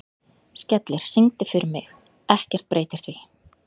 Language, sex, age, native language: Icelandic, female, 40-49, Icelandic